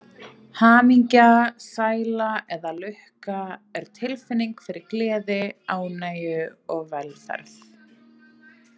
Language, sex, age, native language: Icelandic, female, 30-39, Icelandic